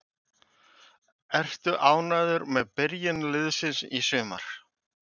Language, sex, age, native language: Icelandic, male, 50-59, Icelandic